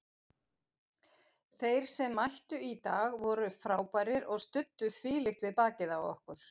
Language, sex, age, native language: Icelandic, female, 50-59, Icelandic